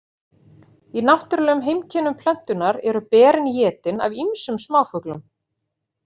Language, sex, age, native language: Icelandic, female, 40-49, Icelandic